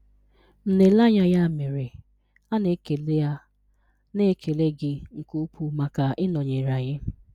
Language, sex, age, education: Igbo, female, 30-45, tertiary